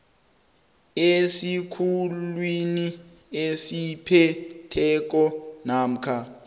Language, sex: South Ndebele, male